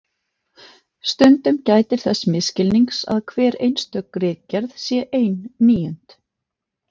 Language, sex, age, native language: Icelandic, female, 40-49, Icelandic